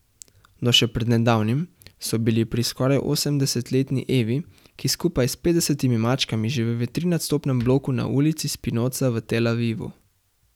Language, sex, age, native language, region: Slovenian, male, 18-29, Slovenian, Central Slovenia